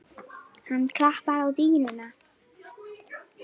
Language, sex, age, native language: Icelandic, male, 10, Icelandic